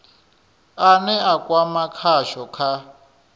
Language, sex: Venda, male